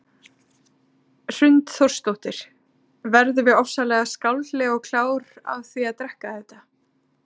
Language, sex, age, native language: Icelandic, female, 30-39, Icelandic